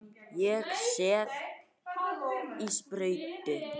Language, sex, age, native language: Icelandic, female, 18-19, Icelandic